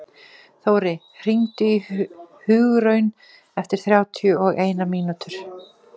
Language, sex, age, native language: Icelandic, female, 40-49, Icelandic